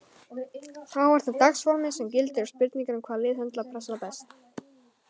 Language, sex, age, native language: Icelandic, male, 18-19, Icelandic